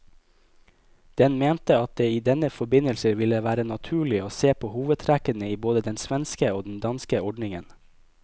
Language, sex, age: Norwegian, male, 25